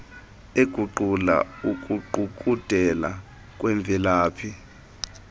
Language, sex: Xhosa, male